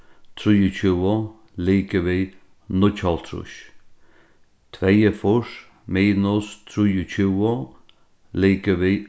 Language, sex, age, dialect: Faroese, male, 36-60, Norðurstreymoy/Eysturoy